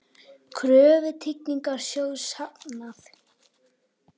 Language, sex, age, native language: Icelandic, female, 18-19, Icelandic